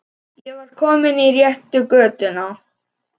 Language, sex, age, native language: Icelandic, male, 11, Icelandic